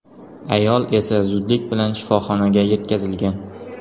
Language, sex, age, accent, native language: Uzbek, male, 18-24, Qoraqalpog'iston, Uzbek